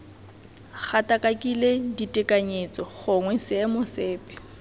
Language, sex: Tswana, female